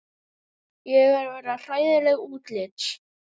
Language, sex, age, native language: Icelandic, male, 11, Icelandic